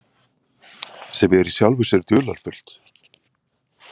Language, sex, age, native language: Icelandic, male, 40-49, Icelandic